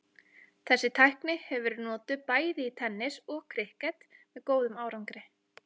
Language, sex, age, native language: Icelandic, female, 30-39, Icelandic